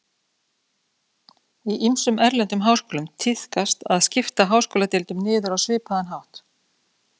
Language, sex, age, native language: Icelandic, female, 40-49, Icelandic